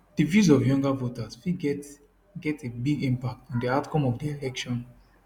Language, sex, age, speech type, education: Nigerian Pidgin, male, 15-29, spontaneous, tertiary